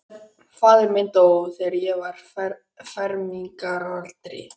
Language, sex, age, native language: Icelandic, male, 11, Icelandic